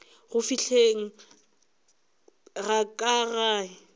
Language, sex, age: Northern Sotho, female, 21